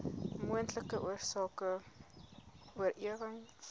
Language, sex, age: Afrikaans, female, 18